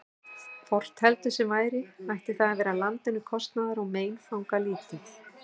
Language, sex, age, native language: Icelandic, female, 60-69, Icelandic